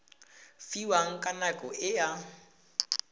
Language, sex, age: Tswana, male, 18